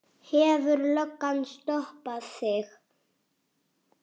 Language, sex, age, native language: Icelandic, male, 6, Icelandic